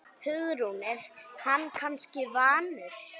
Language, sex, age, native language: Icelandic, female, 8, Icelandic